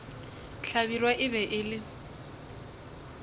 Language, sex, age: Northern Sotho, female, 20